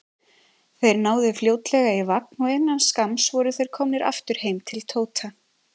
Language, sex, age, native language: Icelandic, female, 20-29, Icelandic